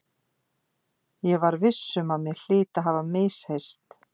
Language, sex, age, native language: Icelandic, female, 50-59, Icelandic